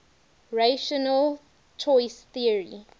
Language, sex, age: English, female, 19